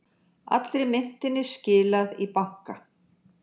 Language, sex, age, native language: Icelandic, female, 60-69, Icelandic